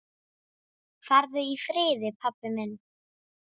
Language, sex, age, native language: Icelandic, female, 10, Icelandic